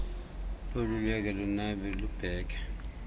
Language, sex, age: Xhosa, male, 38